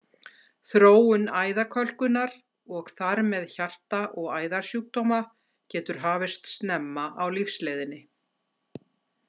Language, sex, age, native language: Icelandic, female, 60-69, Icelandic